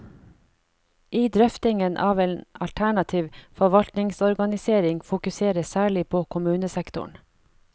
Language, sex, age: Norwegian, female, 49